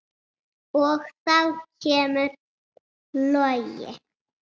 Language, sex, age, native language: Icelandic, female, 6, Icelandic